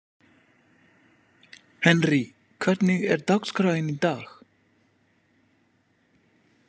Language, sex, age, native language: Icelandic, male, 20-29, French